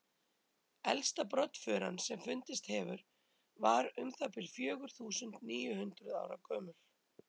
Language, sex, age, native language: Icelandic, female, 30-39, Icelandic